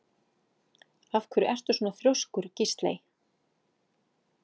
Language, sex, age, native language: Icelandic, female, 40-49, Icelandic